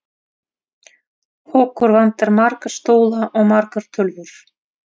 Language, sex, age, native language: Icelandic, female, 30-39, Russian